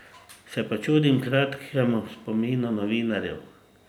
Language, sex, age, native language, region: Slovenian, male, 50-59, Slovenian, Drava region